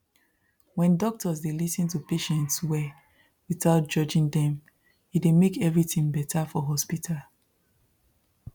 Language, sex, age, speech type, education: Nigerian Pidgin, female, 15-29, spontaneous, tertiary